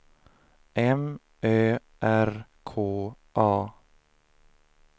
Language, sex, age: Swedish, male, 30